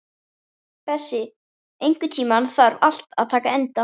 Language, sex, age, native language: Icelandic, female, 13, Icelandic